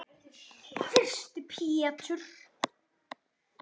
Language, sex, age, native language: Icelandic, male, 10, Icelandic